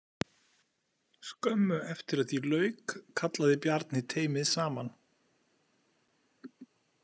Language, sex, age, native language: Icelandic, male, 40-49, Icelandic